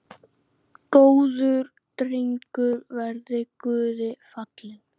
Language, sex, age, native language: Icelandic, male, 9, Icelandic